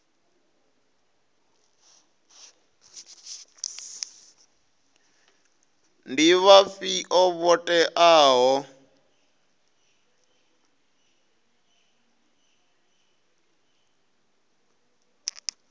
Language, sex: Venda, male